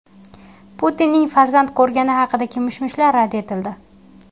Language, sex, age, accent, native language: Uzbek, female, 19-29, Qashqadaryo, Uzbek